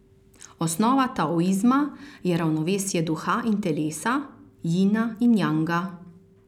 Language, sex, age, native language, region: Slovenian, female, 30-49, Slovenian, Carinthia region